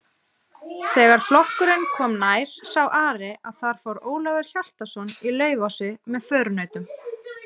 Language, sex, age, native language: Icelandic, female, 30-39, Icelandic